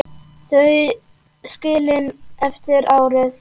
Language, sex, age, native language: Icelandic, male, 8, Icelandic